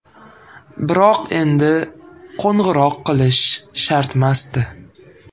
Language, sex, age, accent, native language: Uzbek, male, 18-24, Farg'ona, Uzbek